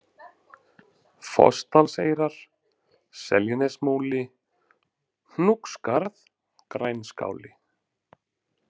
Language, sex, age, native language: Icelandic, male, 40-49, Icelandic